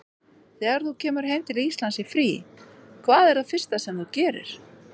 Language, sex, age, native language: Icelandic, female, 40-49, Icelandic